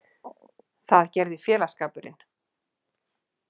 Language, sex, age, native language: Icelandic, female, 40-49, Icelandic